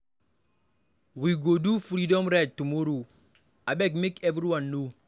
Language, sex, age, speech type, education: Nigerian Pidgin, male, 46-60, read, primary